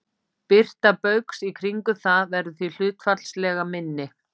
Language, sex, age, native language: Icelandic, female, 50-59, Icelandic